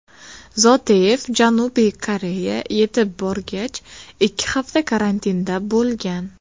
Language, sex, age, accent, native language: Uzbek, female, 19-29, Farg'ona, Uzbek